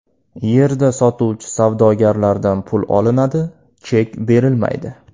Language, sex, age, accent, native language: Uzbek, male, 18-24, Andijon, Uzbek